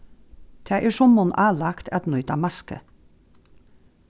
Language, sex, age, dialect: Faroese, female, 36-60, Norðuroyggjar